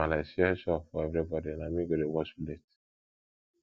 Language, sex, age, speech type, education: Nigerian Pidgin, male, 15-29, spontaneous, tertiary